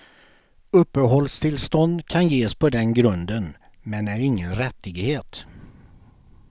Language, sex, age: Swedish, male, 48